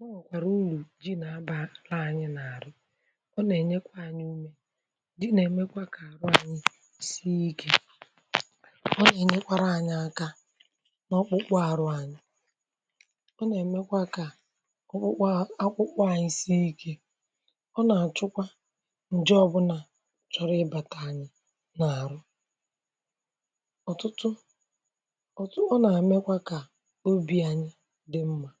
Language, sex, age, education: Igbo, female, 30-45, tertiary